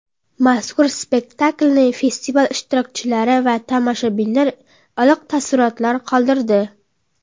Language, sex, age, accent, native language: Uzbek, female, under 19, Qoraqalpog'iston, Karakalpak